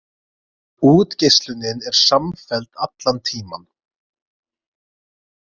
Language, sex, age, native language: Icelandic, male, 20-29, Icelandic